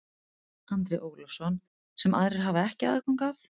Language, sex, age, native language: Icelandic, female, 30-39, Icelandic